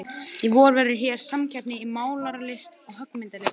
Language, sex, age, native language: Icelandic, male, 11, Icelandic